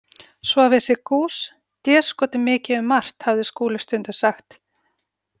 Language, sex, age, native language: Icelandic, female, 40-49, Icelandic